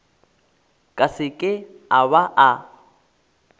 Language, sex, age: Northern Sotho, male, 24